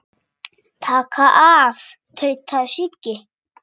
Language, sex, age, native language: Icelandic, female, 6, Icelandic